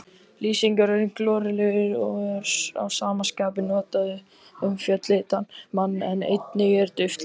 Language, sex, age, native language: Icelandic, other, 18-19, Icelandic